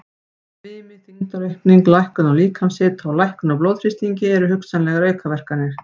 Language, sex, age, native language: Icelandic, female, 50-59, Icelandic